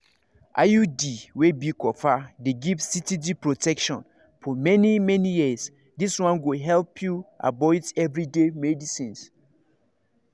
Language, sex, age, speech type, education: Nigerian Pidgin, male, 30-45, spontaneous, tertiary